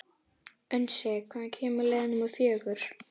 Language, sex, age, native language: Icelandic, female, 11, Icelandic